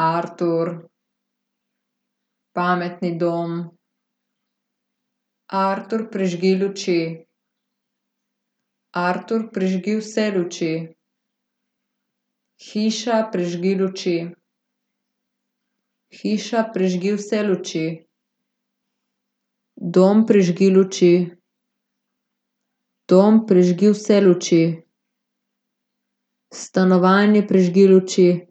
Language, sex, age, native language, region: Slovenian, female, 18-29, Slovenian, Gorica region